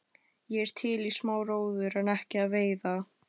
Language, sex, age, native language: Icelandic, female, 12, Icelandic